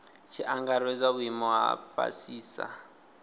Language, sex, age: Venda, male, 20